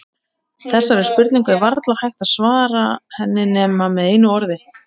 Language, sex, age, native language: Icelandic, female, 30-39, Icelandic